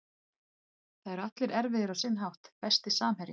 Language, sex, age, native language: Icelandic, female, 30-39, Icelandic